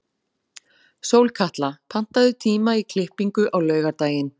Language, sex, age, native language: Icelandic, female, 40-49, Icelandic